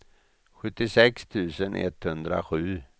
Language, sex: Swedish, male